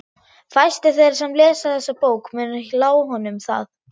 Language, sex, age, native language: Icelandic, female, 11, German